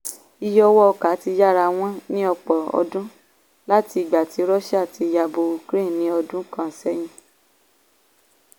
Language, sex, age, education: Yoruba, female, 15-29, tertiary